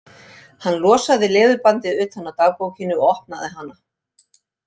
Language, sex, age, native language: Icelandic, female, 60-69, Icelandic